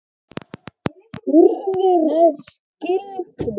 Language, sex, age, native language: Icelandic, male, 10, Icelandic